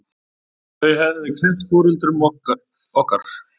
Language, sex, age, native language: Icelandic, male, 30-39, Icelandic